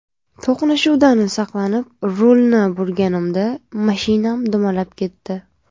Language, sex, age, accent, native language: Uzbek, female, 18-24, Navoiy, Uzbek